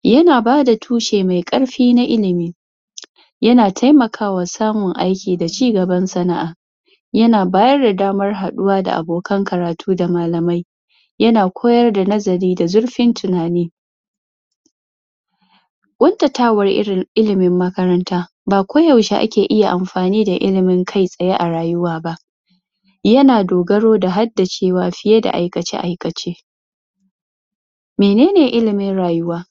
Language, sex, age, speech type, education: Hausa, female, 15-29, spontaneous, tertiary